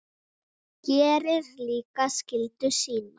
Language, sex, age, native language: Icelandic, female, 9, Icelandic